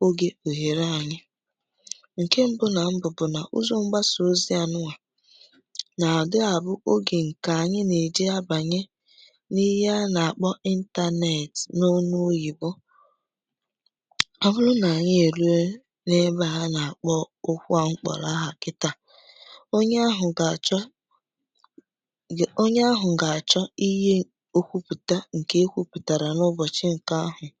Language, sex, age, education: Igbo, female, 15-29, secondary